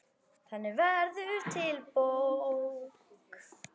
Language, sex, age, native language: Icelandic, female, 10, Icelandic